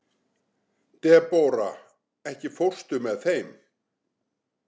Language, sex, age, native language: Icelandic, male, 60-69, Icelandic